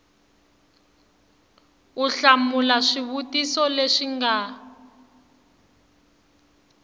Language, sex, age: Tsonga, female, 21